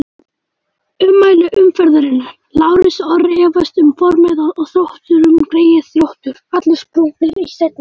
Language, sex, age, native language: Icelandic, male, 18-19, Icelandic